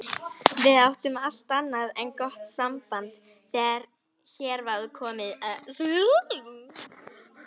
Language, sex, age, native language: Icelandic, female, 18-19, Icelandic